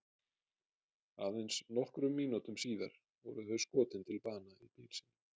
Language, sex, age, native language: Icelandic, male, 30-39, Icelandic